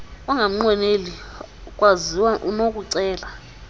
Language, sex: Xhosa, female